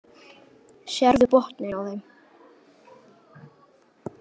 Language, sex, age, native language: Icelandic, female, 8, Icelandic